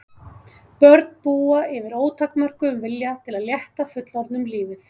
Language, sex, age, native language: Icelandic, female, 30-39, Icelandic